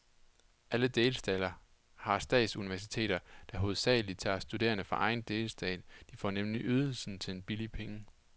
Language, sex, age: Danish, male, 28